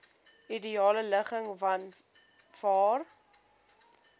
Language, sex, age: Afrikaans, female, 19